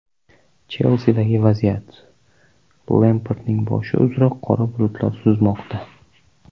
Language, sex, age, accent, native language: Uzbek, male, 18-24, Surxondaryo, Uzbek